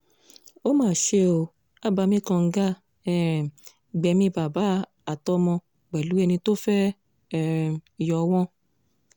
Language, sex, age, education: Yoruba, female, 15-29, secondary